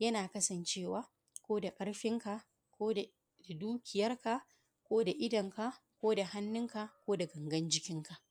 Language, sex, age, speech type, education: Hausa, female, 30-45, spontaneous, primary